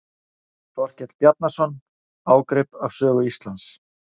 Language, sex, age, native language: Icelandic, male, 40-49, Icelandic